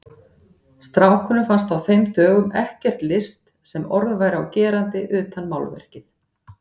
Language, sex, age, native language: Icelandic, female, 50-59, Icelandic